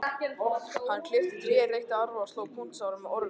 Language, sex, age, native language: Icelandic, male, 18-19, Icelandic